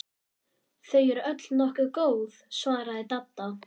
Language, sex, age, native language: Icelandic, male, 11, Icelandic